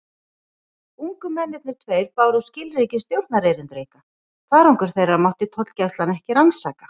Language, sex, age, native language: Icelandic, female, 40-49, Icelandic